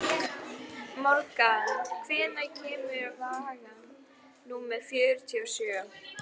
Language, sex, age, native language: Icelandic, female, 11, Icelandic